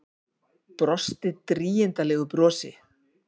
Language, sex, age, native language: Icelandic, female, 50-59, Icelandic